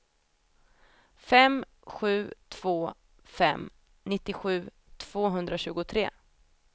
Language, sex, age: Swedish, female, 28